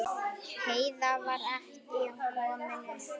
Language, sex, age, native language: Icelandic, male, 10, Icelandic